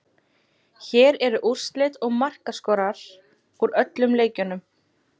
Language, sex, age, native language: Icelandic, female, 20-29, Icelandic